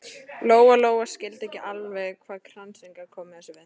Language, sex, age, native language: Icelandic, female, 13, Icelandic